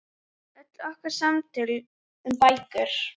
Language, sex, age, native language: Icelandic, female, 10, Icelandic